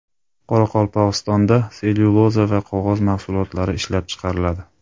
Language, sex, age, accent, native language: Uzbek, male, 25-34, Andijon, Uzbek